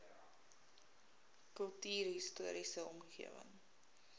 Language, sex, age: Afrikaans, female, 21